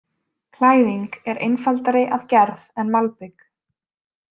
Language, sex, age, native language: Icelandic, female, 20-29, Icelandic